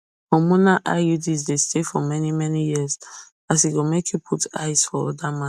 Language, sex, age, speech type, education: Nigerian Pidgin, female, 30-45, spontaneous, tertiary